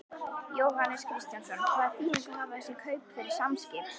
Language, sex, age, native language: Icelandic, female, 11, Icelandic